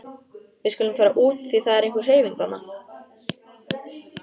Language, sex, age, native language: Icelandic, female, 14, Icelandic